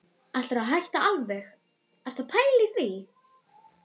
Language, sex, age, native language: Icelandic, female, 11, Icelandic